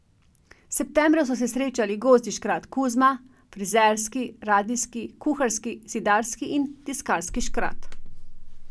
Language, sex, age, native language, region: Slovenian, female, 50-59, Slovenian, Drava region